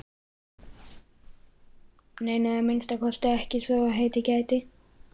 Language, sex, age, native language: Icelandic, male, 11, Icelandic